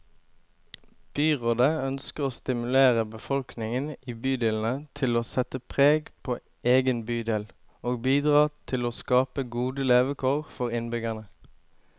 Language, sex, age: Norwegian, male, 25